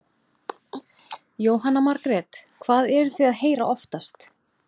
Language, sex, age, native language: Icelandic, female, 30-39, Icelandic